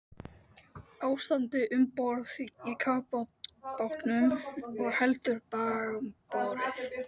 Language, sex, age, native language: Icelandic, male, 12, Icelandic